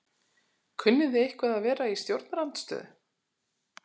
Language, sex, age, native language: Icelandic, female, 40-49, Icelandic